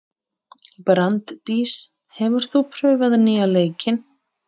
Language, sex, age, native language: Icelandic, female, 30-39, Icelandic